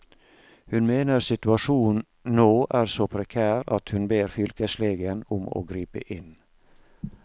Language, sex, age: Norwegian, male, 47